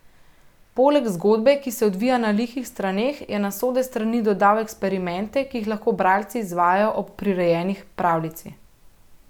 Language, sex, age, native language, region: Slovenian, female, 30-49, Slovenian, Central Slovenia